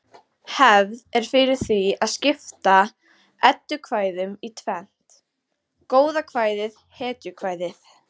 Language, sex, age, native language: Icelandic, female, 60-69, Icelandic